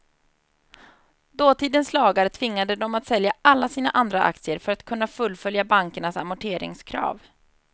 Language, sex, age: Swedish, female, 30